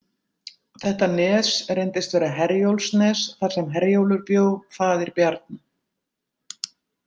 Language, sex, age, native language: Icelandic, female, 60-69, Icelandic